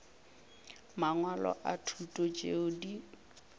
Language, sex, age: Northern Sotho, female, 24